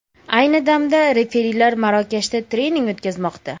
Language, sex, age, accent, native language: Uzbek, female, 18-24, Andijon, Uzbek